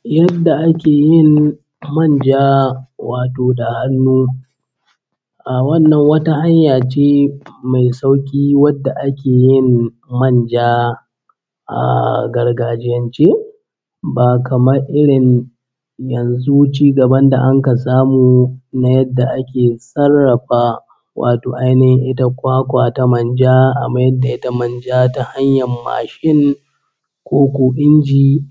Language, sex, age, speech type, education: Hausa, male, 15-29, spontaneous, primary